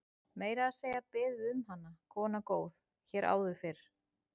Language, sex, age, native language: Icelandic, female, 40-49, Icelandic